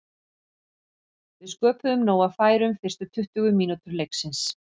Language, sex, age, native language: Icelandic, female, 40-49, Icelandic